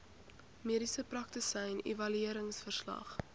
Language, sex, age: Afrikaans, female, 21